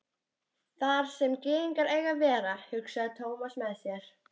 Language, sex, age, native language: Icelandic, female, 13, Icelandic